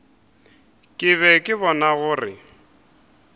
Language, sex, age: Northern Sotho, male, 23